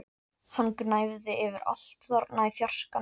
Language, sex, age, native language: Icelandic, female, 14, Icelandic